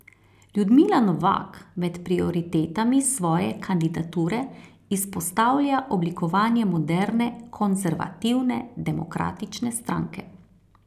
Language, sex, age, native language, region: Slovenian, female, 30-49, Slovenian, Carinthia region